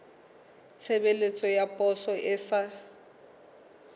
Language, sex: Southern Sotho, female